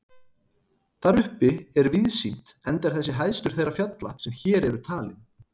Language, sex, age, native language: Icelandic, male, 30-39, Icelandic